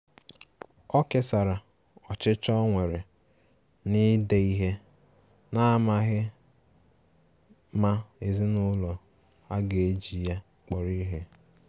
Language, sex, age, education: Igbo, male, 15-29, tertiary